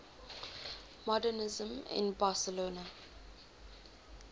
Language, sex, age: English, female, 19